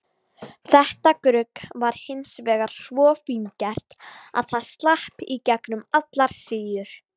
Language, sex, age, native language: Icelandic, female, 60-69, Icelandic